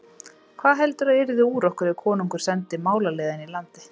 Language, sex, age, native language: Icelandic, female, 30-39, Icelandic